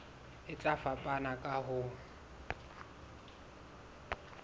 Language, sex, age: Southern Sotho, male, 22